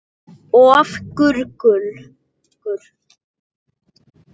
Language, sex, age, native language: Icelandic, female, 7, English